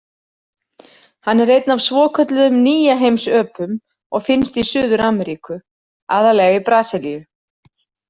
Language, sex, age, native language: Icelandic, female, 40-49, Icelandic